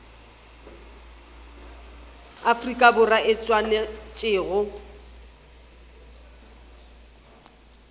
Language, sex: Northern Sotho, female